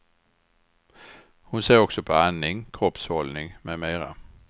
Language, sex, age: Swedish, male, 61